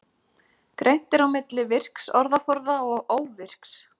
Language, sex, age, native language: Icelandic, female, 30-39, Icelandic